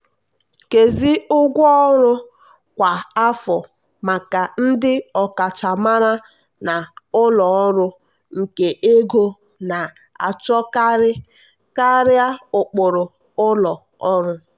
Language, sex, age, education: Igbo, female, 15-29, tertiary